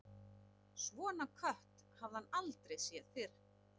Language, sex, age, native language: Icelandic, male, 11, Icelandic